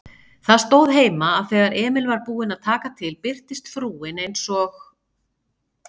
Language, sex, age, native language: Icelandic, female, 50-59, Icelandic